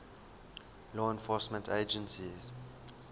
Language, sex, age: English, male, 19